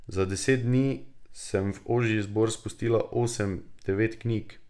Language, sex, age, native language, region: Slovenian, male, 18-29, Slovenian, Drava region